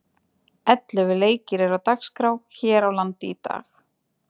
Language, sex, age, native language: Icelandic, female, 20-29, Icelandic